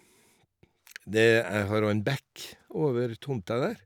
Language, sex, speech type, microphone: Norwegian, male, spontaneous, Shure